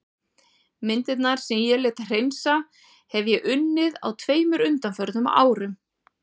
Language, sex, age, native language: Icelandic, female, 40-49, Icelandic